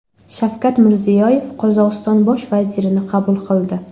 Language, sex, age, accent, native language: Uzbek, female, under 19, Samarqand, Uzbek